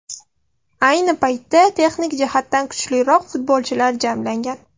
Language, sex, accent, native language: Uzbek, female, Surxondaryo, Russian